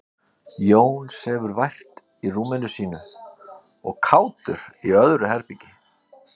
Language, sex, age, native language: Icelandic, male, 50-59, Icelandic